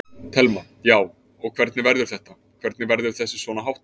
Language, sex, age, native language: Icelandic, male, 20-29, Icelandic